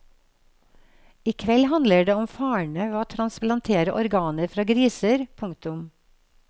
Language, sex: Norwegian, female